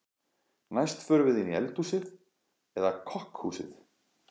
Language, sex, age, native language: Icelandic, male, 40-49, Icelandic